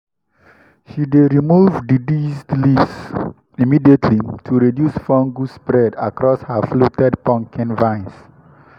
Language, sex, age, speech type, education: Nigerian Pidgin, male, 15-29, spontaneous, tertiary